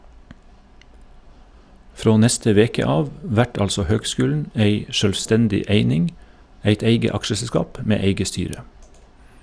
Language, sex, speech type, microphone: Norwegian, male, read, Shure